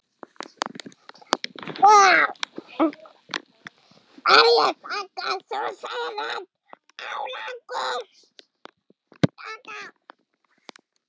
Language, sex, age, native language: Icelandic, male, 6, German